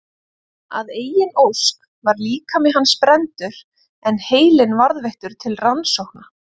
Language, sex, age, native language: Icelandic, female, 30-39, Icelandic